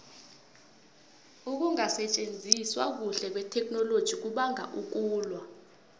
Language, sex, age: South Ndebele, female, 20